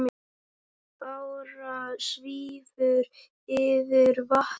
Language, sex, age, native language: Icelandic, male, 10, Icelandic